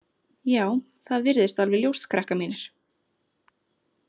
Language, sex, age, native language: Icelandic, female, 30-39, Icelandic